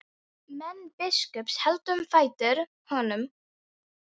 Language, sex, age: Icelandic, female, 13